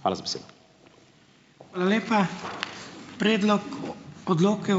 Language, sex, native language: Slovenian, male, Slovenian